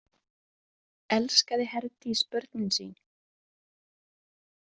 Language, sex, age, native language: Icelandic, female, 20-29, Icelandic